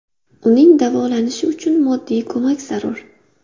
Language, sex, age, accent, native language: Uzbek, female, 25-34, Buxoro, Uzbek